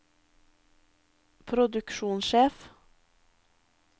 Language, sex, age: Norwegian, female, 23